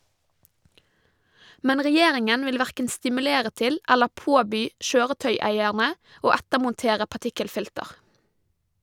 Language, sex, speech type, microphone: Norwegian, female, read, Shure